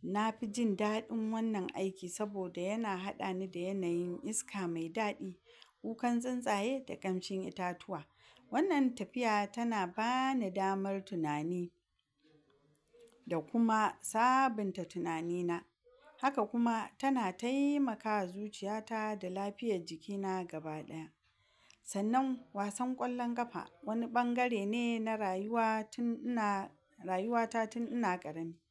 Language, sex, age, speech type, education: Hausa, female, 46-60, spontaneous, tertiary